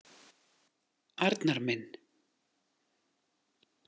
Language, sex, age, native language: Icelandic, female, 40-49, Icelandic